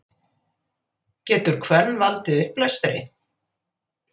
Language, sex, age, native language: Icelandic, female, 80-89, Icelandic